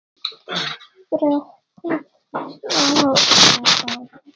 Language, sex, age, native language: Icelandic, female, 8, Icelandic